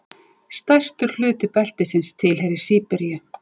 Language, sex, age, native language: Icelandic, female, 40-49, Icelandic